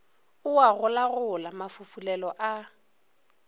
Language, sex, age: Northern Sotho, female, 24